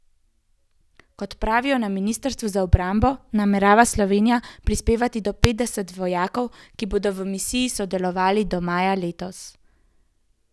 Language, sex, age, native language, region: Slovenian, female, 18-29, Slovenian, Central Slovenia